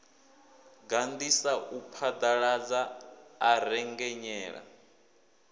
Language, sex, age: Venda, male, 24